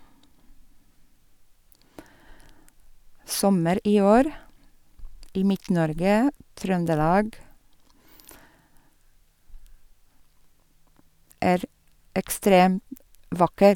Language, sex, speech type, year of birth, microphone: Norwegian, female, spontaneous, 1961, Sennheiser